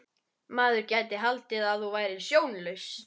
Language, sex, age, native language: Icelandic, female, 13, Icelandic